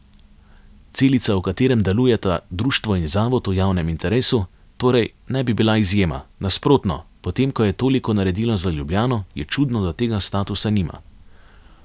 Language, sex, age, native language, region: Slovenian, male, 30-49, Slovenian, Savinja region